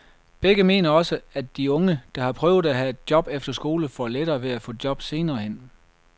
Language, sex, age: Danish, male, 33